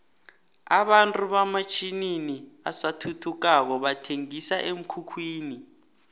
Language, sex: South Ndebele, male